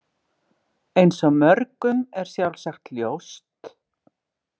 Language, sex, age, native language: Icelandic, female, 60-69, Icelandic